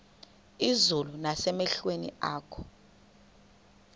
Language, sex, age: Xhosa, female, 21